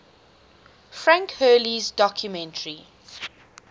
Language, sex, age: English, female, 20